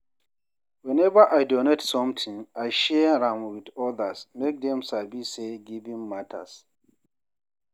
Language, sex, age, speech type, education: Nigerian Pidgin, male, 30-45, read, tertiary